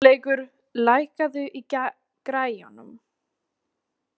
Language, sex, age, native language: Icelandic, female, 20-29, Icelandic